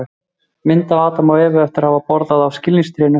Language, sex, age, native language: Icelandic, male, 40-49, Icelandic